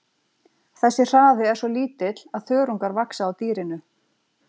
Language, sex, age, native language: Icelandic, female, 40-49, Icelandic